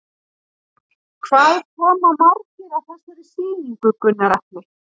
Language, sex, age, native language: Icelandic, female, 40-49, Icelandic